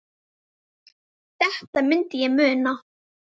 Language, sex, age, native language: Icelandic, female, 10, Icelandic